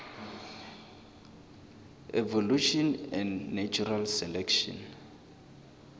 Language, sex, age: South Ndebele, male, 23